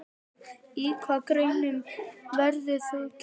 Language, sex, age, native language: Icelandic, male, 9, Icelandic